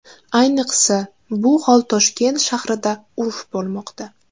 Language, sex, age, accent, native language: Uzbek, female, 18-24, Jizzax, Uzbek